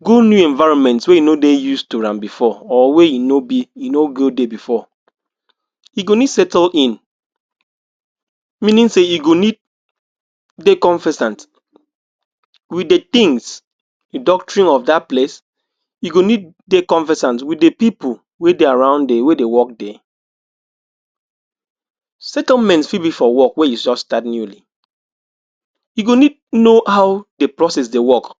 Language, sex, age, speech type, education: Nigerian Pidgin, male, 60+, spontaneous, tertiary